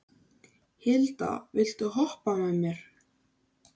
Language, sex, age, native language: Icelandic, male, 13, Icelandic